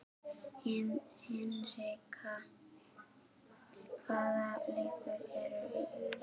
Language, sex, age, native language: Icelandic, female, 12, Icelandic